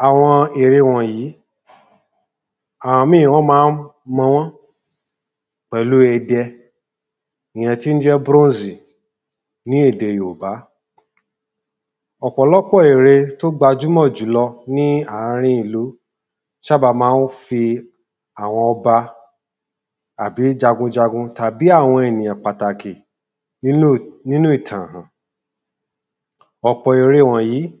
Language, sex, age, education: Yoruba, male, 30-45, tertiary